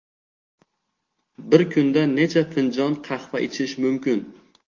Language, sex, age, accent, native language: Uzbek, male, 18-24, Xorazm, Uzbek